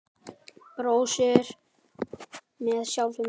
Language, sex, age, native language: Icelandic, male, 10, Icelandic